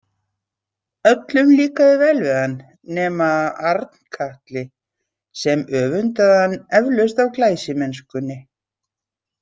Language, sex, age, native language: Icelandic, female, 60-69, Icelandic